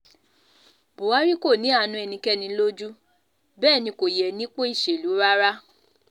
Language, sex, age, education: Yoruba, female, 15-29, tertiary